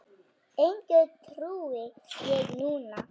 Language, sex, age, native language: Icelandic, female, 9, Icelandic